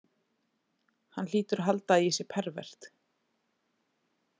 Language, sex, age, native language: Icelandic, female, 20-29, Icelandic